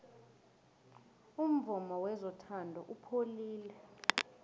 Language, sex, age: South Ndebele, female, 22